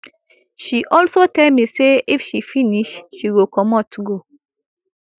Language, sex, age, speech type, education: Nigerian Pidgin, female, 15-29, spontaneous, tertiary